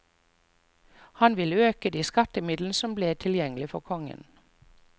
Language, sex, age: Norwegian, female, 45